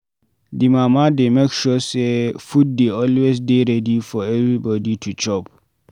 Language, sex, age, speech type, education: Nigerian Pidgin, male, 15-29, read, tertiary